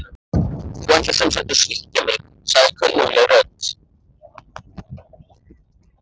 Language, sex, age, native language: Icelandic, male, 14, Icelandic